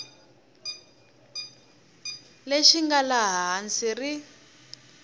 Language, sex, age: Tsonga, female, 21